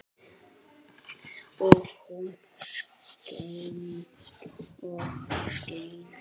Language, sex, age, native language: Icelandic, male, 8, Icelandic